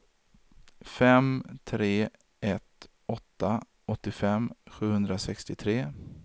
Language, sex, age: Swedish, male, 33